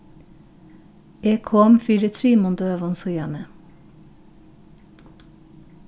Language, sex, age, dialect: Faroese, female, 36-60, Norðurstreymoy/Eysturoy